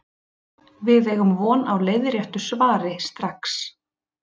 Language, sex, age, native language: Icelandic, female, 30-39, Icelandic